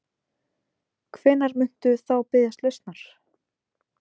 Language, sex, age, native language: Icelandic, female, 20-29, Icelandic